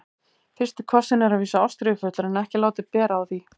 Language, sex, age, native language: Icelandic, female, 18-19, Icelandic